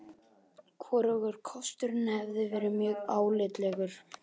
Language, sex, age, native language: Icelandic, male, 12, Icelandic